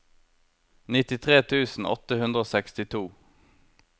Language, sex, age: Norwegian, male, 23